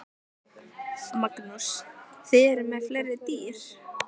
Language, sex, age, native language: Icelandic, female, 15, Icelandic